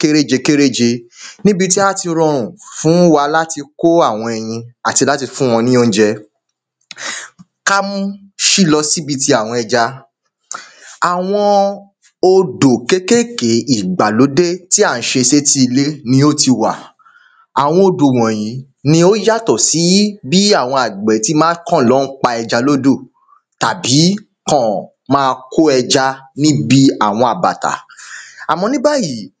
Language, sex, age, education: Yoruba, male, 15-29, tertiary